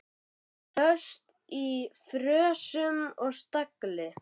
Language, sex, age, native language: Icelandic, female, 9, Icelandic